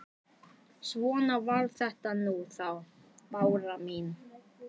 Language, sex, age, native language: Icelandic, male, 11, Icelandic